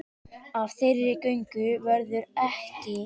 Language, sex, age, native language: Icelandic, male, 10, Icelandic